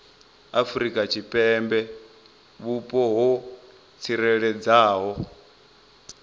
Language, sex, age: Venda, male, 25